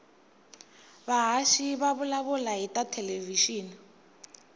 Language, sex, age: Tsonga, female, 19